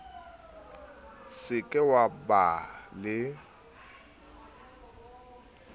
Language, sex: Southern Sotho, male